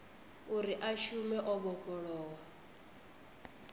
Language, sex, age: Venda, female, 25